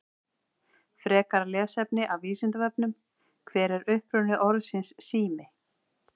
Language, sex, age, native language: Icelandic, female, 40-49, Icelandic